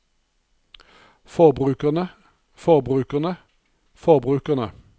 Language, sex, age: Norwegian, male, 59